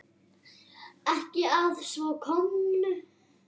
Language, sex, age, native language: Icelandic, female, 10, Icelandic